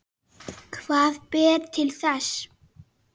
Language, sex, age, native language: Icelandic, male, 9, Icelandic